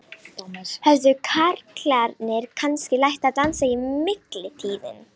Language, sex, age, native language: Icelandic, female, 18-19, Romanian